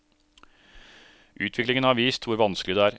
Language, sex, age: Norwegian, male, 36